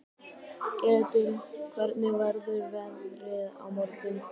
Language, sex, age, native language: Icelandic, male, 12, Icelandic